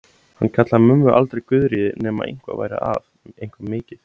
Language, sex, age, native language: Icelandic, male, 17, Icelandic